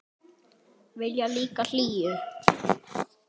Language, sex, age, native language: Icelandic, male, 9, Icelandic